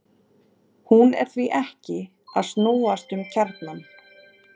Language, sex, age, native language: Icelandic, female, 30-39, Icelandic